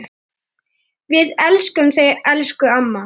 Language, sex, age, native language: Icelandic, female, 9, Icelandic